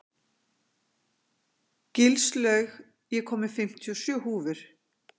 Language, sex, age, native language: Icelandic, female, 50-59, Icelandic